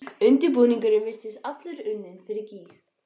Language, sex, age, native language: Icelandic, female, 12, Icelandic